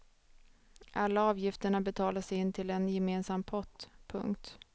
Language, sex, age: Swedish, female, 29